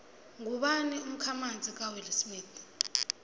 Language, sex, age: South Ndebele, female, 22